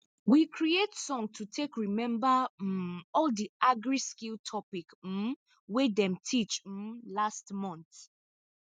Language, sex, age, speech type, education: Nigerian Pidgin, female, 15-29, spontaneous, tertiary